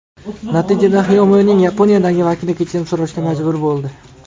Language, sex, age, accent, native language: Uzbek, male, 19-29, Andijon, Uzbek